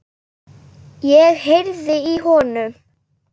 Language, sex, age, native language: Icelandic, female, 8, Icelandic